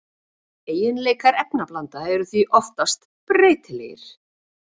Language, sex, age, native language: Icelandic, female, 40-49, Icelandic